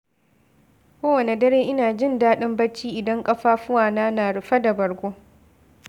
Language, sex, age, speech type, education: Hausa, female, 15-29, read, secondary